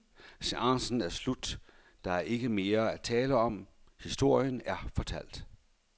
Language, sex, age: Danish, male, 51